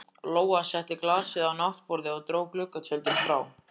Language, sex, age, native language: Icelandic, other, 14, Icelandic